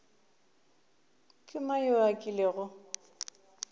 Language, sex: Northern Sotho, female